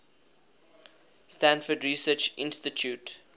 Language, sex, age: English, male, 21